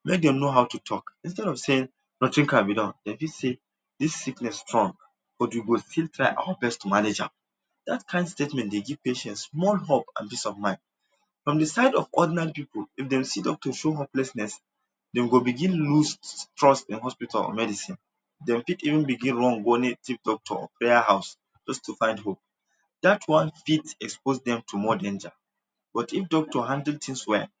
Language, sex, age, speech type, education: Nigerian Pidgin, male, 15-29, spontaneous, tertiary